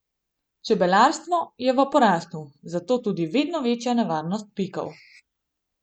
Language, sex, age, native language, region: Slovenian, female, 18-29, Slovenian, Gorenjska region